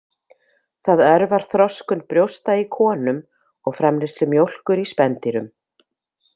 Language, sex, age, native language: Icelandic, female, 50-59, Icelandic